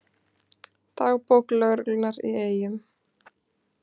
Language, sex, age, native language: Icelandic, female, 20-29, Icelandic